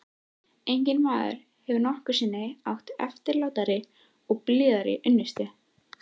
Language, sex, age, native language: Icelandic, female, 13, Icelandic